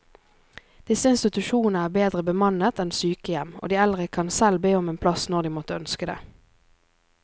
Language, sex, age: Norwegian, female, 24